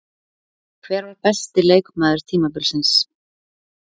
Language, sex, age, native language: Icelandic, female, 20-29, Icelandic